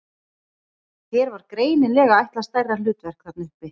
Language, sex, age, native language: Icelandic, female, 40-49, Icelandic